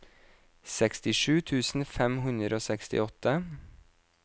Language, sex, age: Norwegian, male, 26